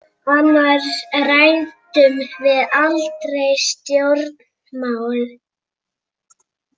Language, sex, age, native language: Icelandic, female, 40-49, Icelandic